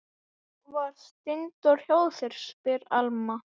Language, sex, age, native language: Icelandic, male, 11, Icelandic